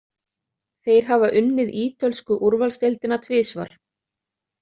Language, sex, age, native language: Icelandic, other, 30-39, Icelandic